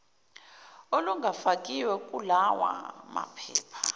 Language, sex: Zulu, female